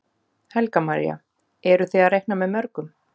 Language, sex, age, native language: Icelandic, female, 40-49, Icelandic